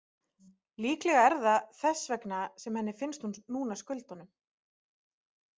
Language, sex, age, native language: Icelandic, female, 30-39, Icelandic